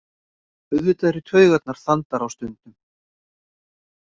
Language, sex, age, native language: Icelandic, male, 50-59, Icelandic